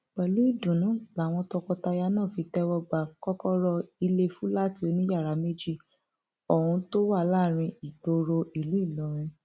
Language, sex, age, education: Yoruba, female, 15-29, tertiary